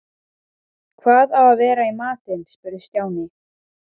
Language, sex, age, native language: Icelandic, female, 12, Icelandic